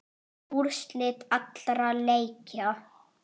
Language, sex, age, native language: Icelandic, male, 8, Icelandic